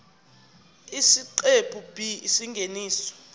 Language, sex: Zulu, female